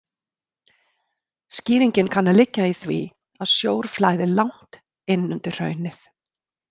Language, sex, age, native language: Icelandic, female, 50-59, Icelandic